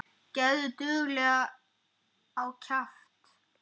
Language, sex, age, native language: Icelandic, male, 8, Icelandic